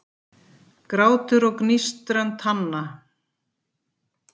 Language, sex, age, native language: Icelandic, female, 50-59, Icelandic